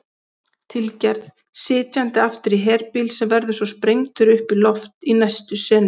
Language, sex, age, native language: Icelandic, female, 40-49, Icelandic